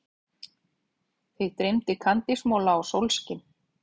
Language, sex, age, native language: Icelandic, female, 30-39, Icelandic